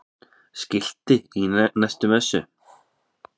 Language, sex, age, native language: Icelandic, male, 5, Icelandic